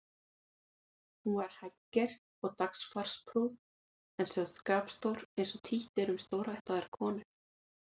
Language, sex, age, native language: Icelandic, female, 40-49, Icelandic